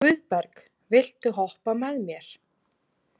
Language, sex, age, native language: Icelandic, female, 30-39, Icelandic